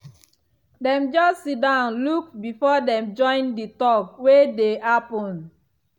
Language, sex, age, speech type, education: Nigerian Pidgin, female, 15-29, spontaneous, tertiary